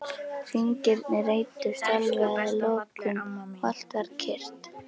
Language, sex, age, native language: Icelandic, female, 11, Icelandic